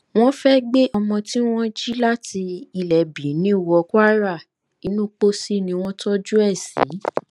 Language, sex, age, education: Yoruba, female, 15-29, tertiary